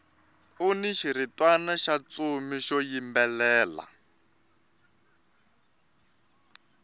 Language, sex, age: Tsonga, male, 24